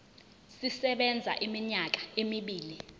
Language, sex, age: Zulu, female, 20